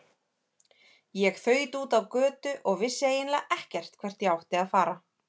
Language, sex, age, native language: Icelandic, female, 30-39, Icelandic